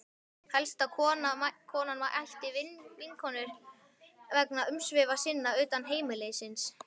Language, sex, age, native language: Icelandic, male, 12, Icelandic